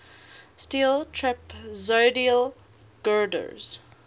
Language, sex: English, female